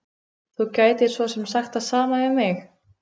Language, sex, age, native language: Icelandic, female, 15, Icelandic